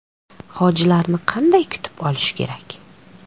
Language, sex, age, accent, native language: Uzbek, female, 25-34, Farg'ona, Uzbek